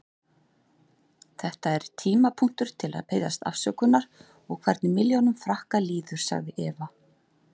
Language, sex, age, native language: Icelandic, female, 40-49, Icelandic